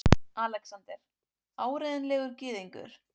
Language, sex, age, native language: Icelandic, female, 18-19, Icelandic